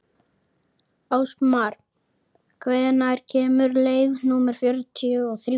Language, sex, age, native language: Icelandic, female, 30-39, Icelandic